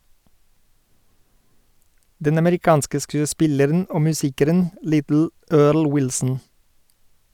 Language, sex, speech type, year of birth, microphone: Norwegian, male, read, 1972, Sennheiser